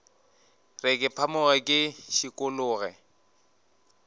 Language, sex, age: Northern Sotho, male, 19